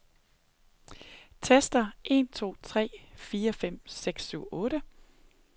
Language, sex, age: Danish, female, 39